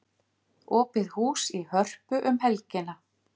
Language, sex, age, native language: Icelandic, female, 50-59, Icelandic